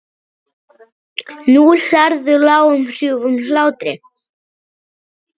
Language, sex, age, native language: Icelandic, male, 7, Icelandic